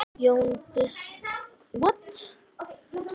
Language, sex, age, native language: Icelandic, female, 9, Icelandic